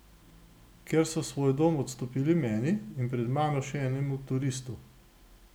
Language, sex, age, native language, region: Slovenian, male, 60+, Slovenian, Gorenjska region